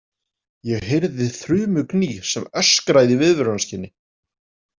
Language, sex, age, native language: Icelandic, male, 40-49, Icelandic